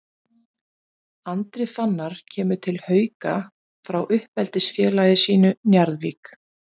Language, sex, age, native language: Icelandic, female, 40-49, Icelandic